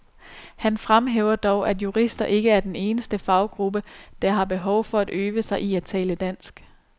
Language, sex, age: Danish, female, 29